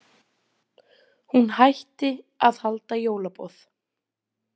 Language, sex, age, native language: Icelandic, female, 20-29, Icelandic